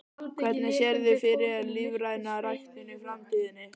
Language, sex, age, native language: Icelandic, male, 12, Icelandic